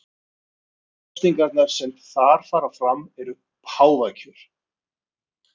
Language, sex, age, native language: Icelandic, male, 50-59, Icelandic